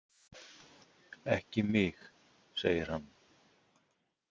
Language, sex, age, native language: Icelandic, male, 50-59, Icelandic